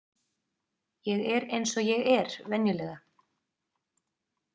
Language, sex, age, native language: Icelandic, female, 30-39, Icelandic